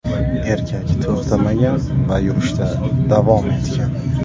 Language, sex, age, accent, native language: Uzbek, male, 25-34, Buxoro, Uzbek